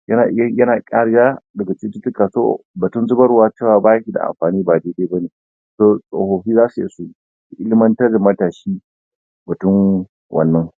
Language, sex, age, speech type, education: Hausa, male, 30-45, spontaneous, tertiary